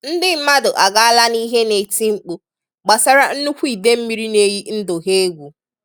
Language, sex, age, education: Igbo, female, 15-29, tertiary